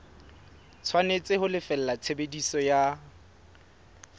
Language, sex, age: Southern Sotho, male, 21